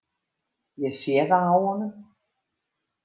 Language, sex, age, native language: Icelandic, female, 50-59, Icelandic